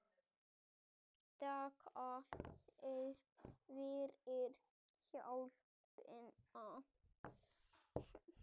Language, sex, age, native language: Icelandic, female, 30-39, Icelandic